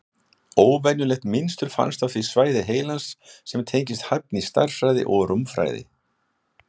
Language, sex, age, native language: Icelandic, male, 60-69, Icelandic